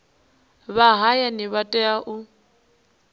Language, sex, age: Venda, female, 19